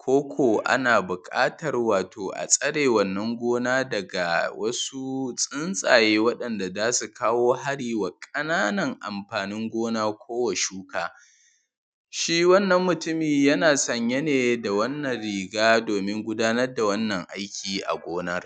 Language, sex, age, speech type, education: Hausa, male, 15-29, spontaneous, tertiary